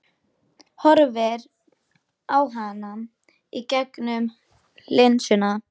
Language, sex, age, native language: Icelandic, female, 13, Icelandic